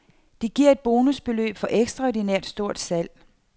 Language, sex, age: Danish, female, 48